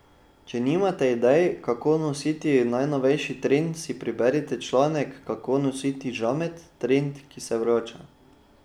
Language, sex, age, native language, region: Slovenian, male, 12-17, Slovenian, Drava region